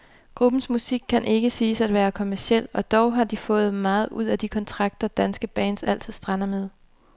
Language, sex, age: Danish, female, 29